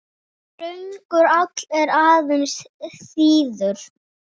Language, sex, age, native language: Icelandic, male, 6, Icelandic